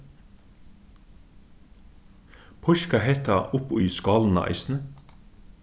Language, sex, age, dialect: Faroese, male, 36-60, Suðurstreymoy